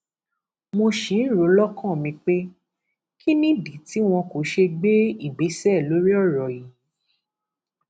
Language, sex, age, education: Yoruba, female, 15-29, tertiary